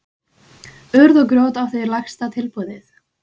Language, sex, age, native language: Icelandic, female, 20-29, Icelandic